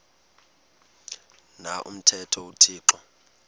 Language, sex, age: Xhosa, male, 22